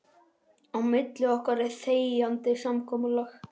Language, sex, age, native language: Icelandic, male, 11, Icelandic